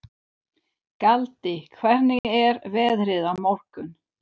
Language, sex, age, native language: Icelandic, female, 30-39, Swedish